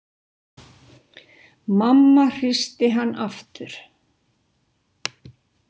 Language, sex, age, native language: Icelandic, female, 60-69, Icelandic